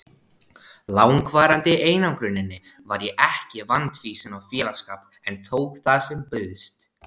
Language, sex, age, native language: Icelandic, male, 16, Icelandic